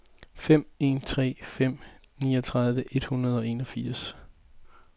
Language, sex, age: Danish, male, 20